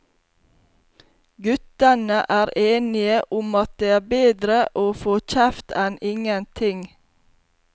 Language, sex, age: Norwegian, female, 32